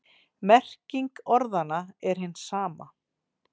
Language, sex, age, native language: Icelandic, female, 40-49, Icelandic